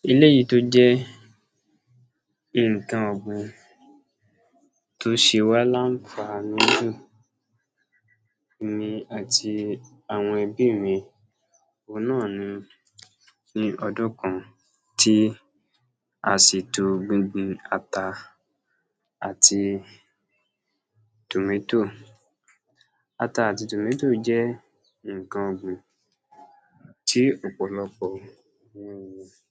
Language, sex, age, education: Yoruba, male, 46-60, tertiary